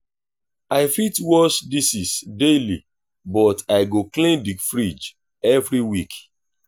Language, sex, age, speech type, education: Nigerian Pidgin, male, 30-45, spontaneous, tertiary